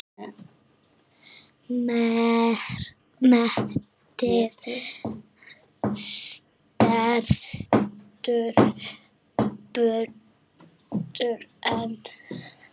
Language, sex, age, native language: Icelandic, female, 7, Icelandic